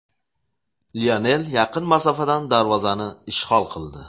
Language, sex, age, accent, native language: Uzbek, male, 35+, Jizzax, Uzbek